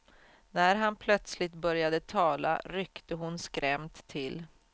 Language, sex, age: Swedish, female, 44